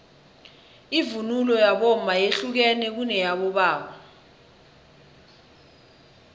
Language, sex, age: South Ndebele, female, 21